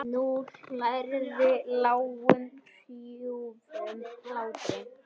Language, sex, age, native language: Icelandic, male, 10, Icelandic